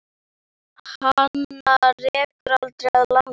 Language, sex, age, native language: Icelandic, female, 9, Icelandic